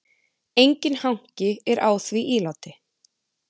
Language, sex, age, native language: Icelandic, female, 20-29, Icelandic